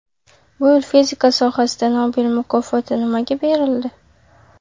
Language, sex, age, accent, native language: Uzbek, female, under 19, Qashqadaryo, Uzbek